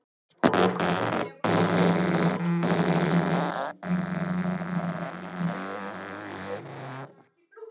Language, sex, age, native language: Icelandic, male, 11, Icelandic